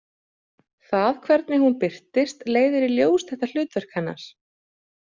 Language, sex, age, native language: Icelandic, female, 30-39, Icelandic